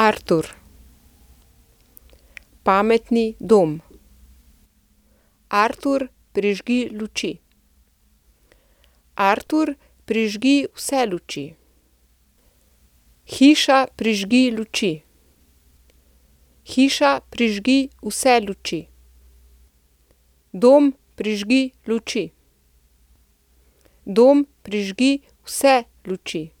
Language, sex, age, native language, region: Slovenian, female, 50-59, Slovenian, Central Slovenia